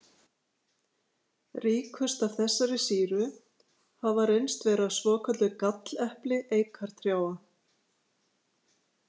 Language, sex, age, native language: Icelandic, female, 50-59, Icelandic